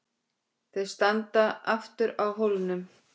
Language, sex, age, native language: Icelandic, female, 10, Icelandic